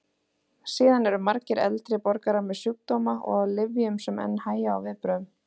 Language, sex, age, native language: Icelandic, female, 30-39, Icelandic